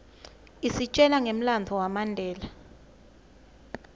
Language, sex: Swati, female